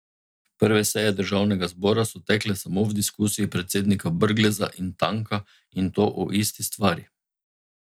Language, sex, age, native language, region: Slovenian, male, 50-59, Slovenian, Drava region